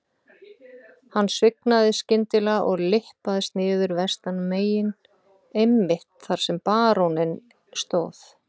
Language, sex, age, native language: Icelandic, female, 40-49, Icelandic